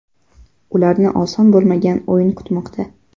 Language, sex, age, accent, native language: Uzbek, female, 12-17, Jizzax, Uzbek